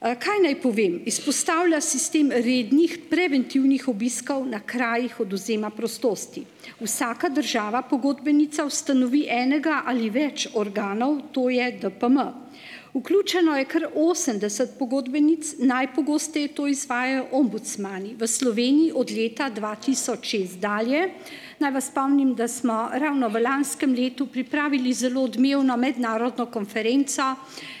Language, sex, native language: Slovenian, female, Slovenian